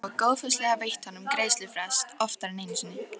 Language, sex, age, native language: Icelandic, female, 14, Icelandic